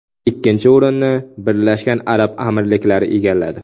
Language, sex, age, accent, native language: Uzbek, male, 19-29, Samarqand, Uzbek